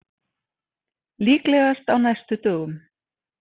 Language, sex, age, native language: Icelandic, female, 40-49, Icelandic